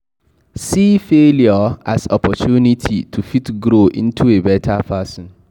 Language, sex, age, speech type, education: Nigerian Pidgin, male, 15-29, read, tertiary